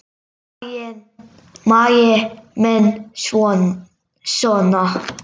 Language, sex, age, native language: Icelandic, male, 10, Icelandic